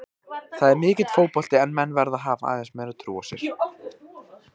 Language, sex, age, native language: Icelandic, male, 18-19, Icelandic